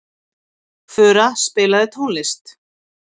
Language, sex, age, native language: Icelandic, female, 50-59, Icelandic